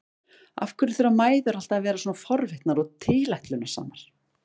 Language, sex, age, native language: Icelandic, female, 40-49, Icelandic